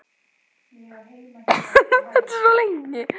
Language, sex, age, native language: Icelandic, female, 13, Icelandic